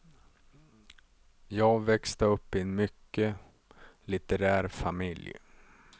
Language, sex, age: Swedish, male, 35